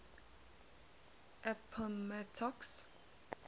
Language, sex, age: English, female, 19